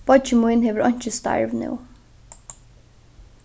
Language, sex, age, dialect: Faroese, female, 15-35, Norðuroyggjar